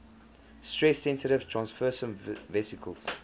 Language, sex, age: English, male, 24